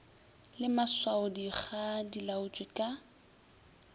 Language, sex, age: Northern Sotho, female, 20